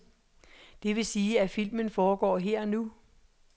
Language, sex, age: Danish, female, 66